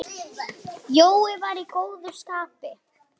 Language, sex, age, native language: Icelandic, female, 8, Icelandic